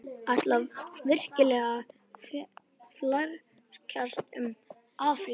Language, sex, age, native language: Icelandic, male, 11, Icelandic